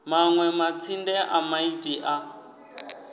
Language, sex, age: Venda, male, 19